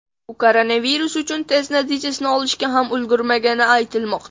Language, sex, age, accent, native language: Uzbek, male, under 19, Namangan, Uzbek